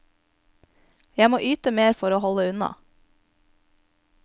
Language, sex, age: Norwegian, female, 22